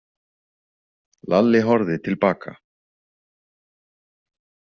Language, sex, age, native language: Icelandic, male, 20-29, Icelandic